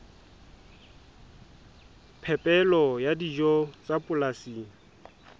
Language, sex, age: Southern Sotho, male, 20